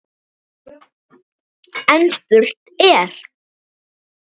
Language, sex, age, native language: Icelandic, male, 7, Icelandic